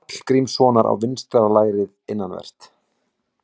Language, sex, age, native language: Icelandic, male, 40-49, Icelandic